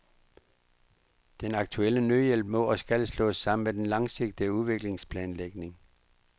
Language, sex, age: Danish, male, 59